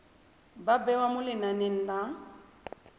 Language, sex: Tswana, female